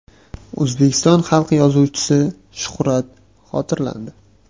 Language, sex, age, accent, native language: Uzbek, male, 18-24, Toshkent shahri, Uzbek